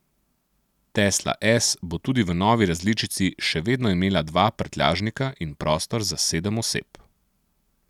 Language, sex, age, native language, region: Slovenian, male, 30-49, Slovenian, Central Slovenia